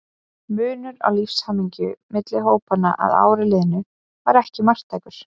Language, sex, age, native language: Icelandic, female, 20-29, Icelandic